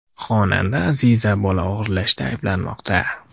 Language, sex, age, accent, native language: Uzbek, male, 18-24, Andijon, Uzbek